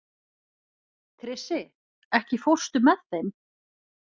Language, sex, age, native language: Icelandic, female, 40-49, Icelandic